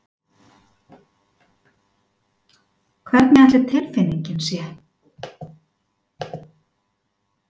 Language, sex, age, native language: Icelandic, female, 50-59, Icelandic